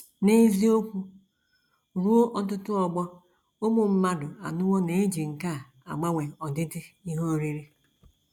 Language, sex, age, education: Igbo, female, 46-60, tertiary